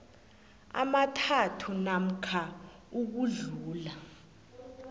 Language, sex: South Ndebele, female